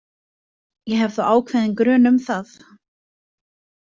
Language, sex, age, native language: Icelandic, female, 20-29, Icelandic